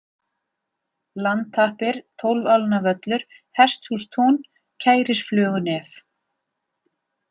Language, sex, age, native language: Icelandic, female, 40-49, Icelandic